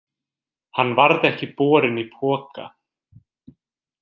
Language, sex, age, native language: Icelandic, male, 20-29, Icelandic